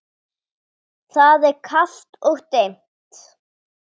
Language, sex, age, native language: Icelandic, female, 10, Icelandic